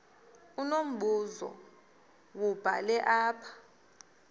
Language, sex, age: Xhosa, female, 38